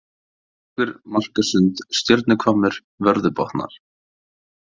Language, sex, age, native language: Icelandic, male, 18-19, Icelandic